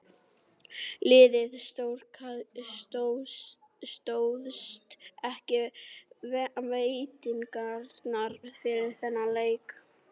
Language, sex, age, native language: Icelandic, female, 40-49, Icelandic